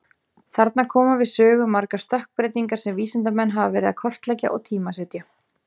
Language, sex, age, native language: Icelandic, female, 18-19, Icelandic